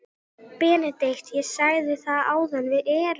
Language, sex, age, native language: Icelandic, female, 12, Icelandic